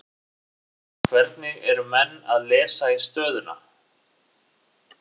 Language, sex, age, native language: Icelandic, male, 40-49, Icelandic